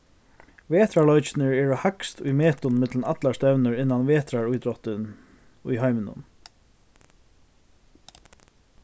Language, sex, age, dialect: Faroese, male, 15-35, Norðurstreymoy/Eysturoy